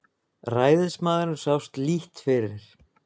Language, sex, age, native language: Icelandic, male, 20-29, Icelandic